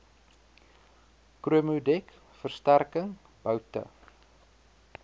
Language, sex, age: Afrikaans, male, 23